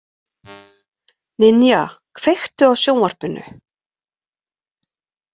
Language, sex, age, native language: Icelandic, female, 40-49, Icelandic